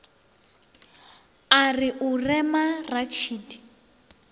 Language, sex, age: Northern Sotho, female, 24